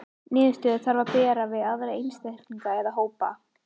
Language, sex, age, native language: Icelandic, female, 18-19, Icelandic